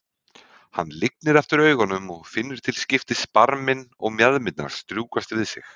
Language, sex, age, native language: Icelandic, male, 30-39, Icelandic